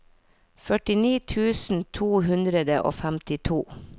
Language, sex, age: Norwegian, female, 40